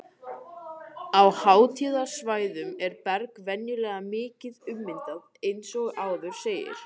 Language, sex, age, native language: Icelandic, male, 18-19, Icelandic